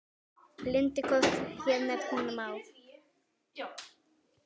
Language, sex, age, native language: Icelandic, female, 9, Icelandic